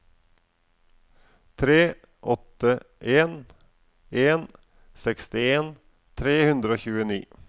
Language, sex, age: Norwegian, male, 44